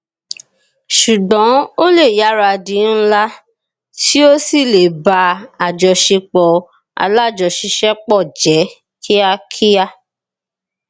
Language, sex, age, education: Yoruba, female, 30-45, tertiary